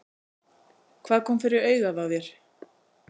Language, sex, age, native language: Icelandic, female, 40-49, Icelandic